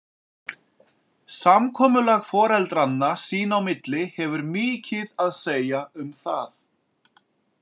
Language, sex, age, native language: Icelandic, male, 40-49, Icelandic